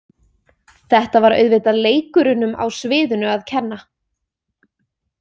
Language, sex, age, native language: Icelandic, female, 20-29, Icelandic